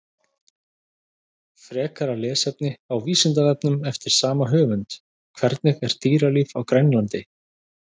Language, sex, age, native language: Icelandic, male, 30-39, Icelandic